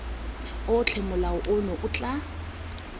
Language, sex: Tswana, female